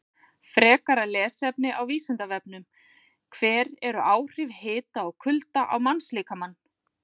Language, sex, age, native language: Icelandic, female, 40-49, Icelandic